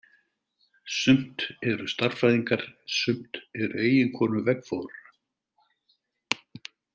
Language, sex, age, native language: Icelandic, male, 70-79, Icelandic